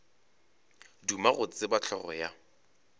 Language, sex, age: Northern Sotho, male, 25